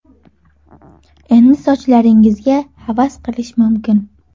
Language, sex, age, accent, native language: Uzbek, female, under 19, Toshkent shahri, Uzbek